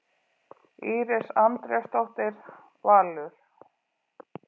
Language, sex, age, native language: Icelandic, female, 40-49, Icelandic